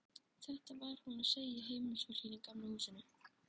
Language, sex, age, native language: Icelandic, male, 11, Icelandic